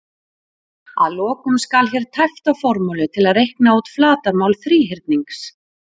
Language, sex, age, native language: Icelandic, female, 40-49, Icelandic